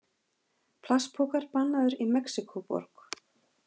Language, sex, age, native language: Icelandic, female, 40-49, Icelandic